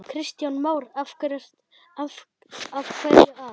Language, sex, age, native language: Icelandic, male, 8, Icelandic